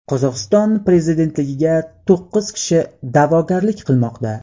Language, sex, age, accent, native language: Uzbek, male, 18-24, Qashqadaryo, Uzbek